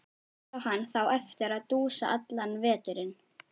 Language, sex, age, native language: Icelandic, female, 12, Icelandic